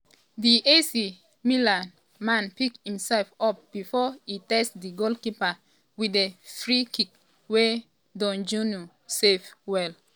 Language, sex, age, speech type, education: Nigerian Pidgin, female, 30-45, spontaneous, tertiary